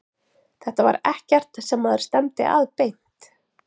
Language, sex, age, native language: Icelandic, female, 40-49, Icelandic